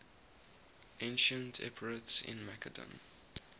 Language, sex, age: English, male, 20